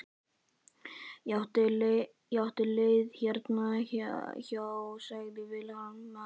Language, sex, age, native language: Icelandic, male, 11, Icelandic